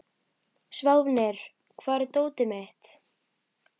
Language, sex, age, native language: Icelandic, female, 12, Icelandic